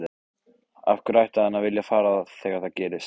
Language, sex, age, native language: Icelandic, male, 15, Icelandic